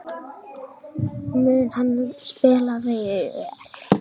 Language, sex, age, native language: Icelandic, female, 10, Icelandic